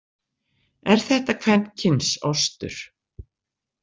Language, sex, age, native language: Icelandic, female, 60-69, Icelandic